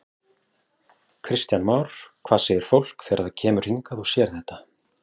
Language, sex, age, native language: Icelandic, male, 40-49, Icelandic